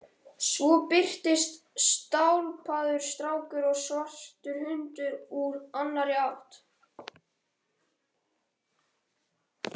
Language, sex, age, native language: Icelandic, male, 13, Icelandic